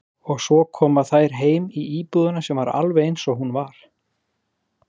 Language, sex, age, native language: Icelandic, male, 40-49, Icelandic